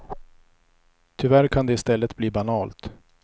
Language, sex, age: Swedish, male, 34